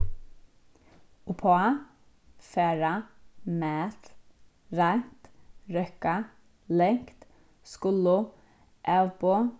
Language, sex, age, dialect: Faroese, female, 15-35, Suðurstreymoy